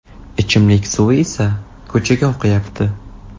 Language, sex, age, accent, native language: Uzbek, male, 18-24, Toshkent shahri, Uzbek